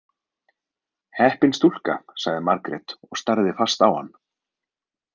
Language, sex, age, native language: Icelandic, male, 20-29, Icelandic